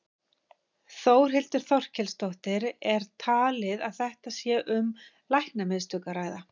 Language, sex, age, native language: Icelandic, female, 50-59, Icelandic